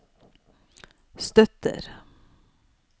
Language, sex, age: Norwegian, female, 55